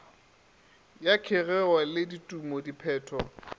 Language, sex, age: Northern Sotho, male, 27